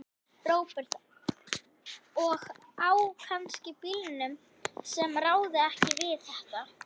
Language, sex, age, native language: Icelandic, female, 11, Icelandic